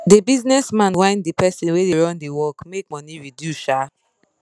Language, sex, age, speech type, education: Nigerian Pidgin, female, 30-45, spontaneous, secondary